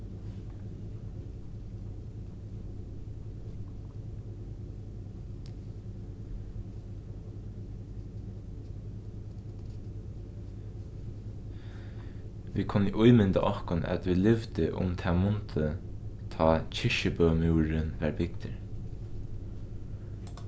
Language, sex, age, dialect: Faroese, male, 15-35, Norðuroyggjar